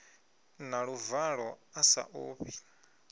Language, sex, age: Venda, male, 22